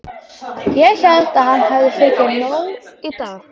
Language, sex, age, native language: Icelandic, female, 13, Icelandic